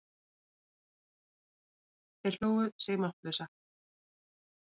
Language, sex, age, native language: Icelandic, female, 40-49, Icelandic